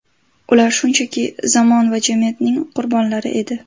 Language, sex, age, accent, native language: Uzbek, female, 18-24, Andijon, Uzbek